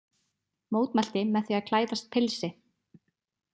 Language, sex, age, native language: Icelandic, female, 20-29, Icelandic